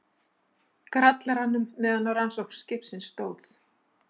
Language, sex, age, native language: Icelandic, female, 60-69, Icelandic